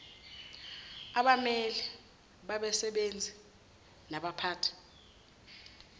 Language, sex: Zulu, female